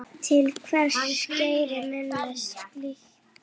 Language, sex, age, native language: Icelandic, female, 8, Icelandic